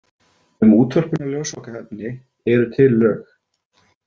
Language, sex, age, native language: Icelandic, male, 40-49, Icelandic